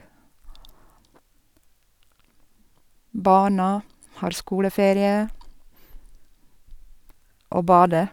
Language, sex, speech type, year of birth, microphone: Norwegian, female, spontaneous, 1961, Sennheiser